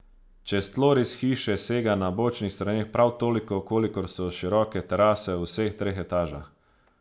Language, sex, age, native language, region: Slovenian, male, 30-49, Slovenian, Savinja region